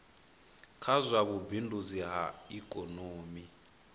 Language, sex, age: Venda, male, 21